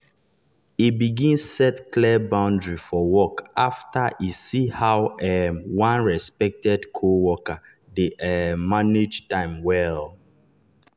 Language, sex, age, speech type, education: Nigerian Pidgin, male, 30-45, spontaneous, tertiary